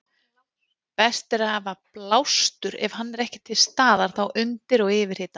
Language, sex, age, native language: Icelandic, female, 40-49, Icelandic